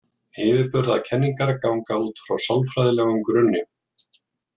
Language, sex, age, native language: Icelandic, male, 40-49, Icelandic